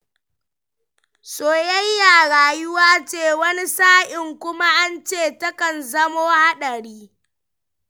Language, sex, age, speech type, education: Hausa, female, 15-29, read, primary